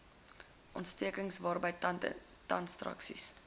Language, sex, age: Afrikaans, female, 20